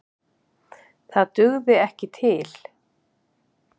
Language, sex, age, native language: Icelandic, female, 50-59, Icelandic